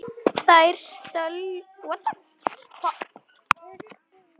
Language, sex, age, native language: Icelandic, male, 9, Icelandic